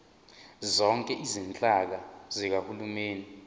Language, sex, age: Zulu, male, 23